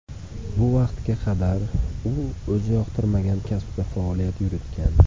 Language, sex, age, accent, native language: Uzbek, male, 25-34, Andijon, Uzbek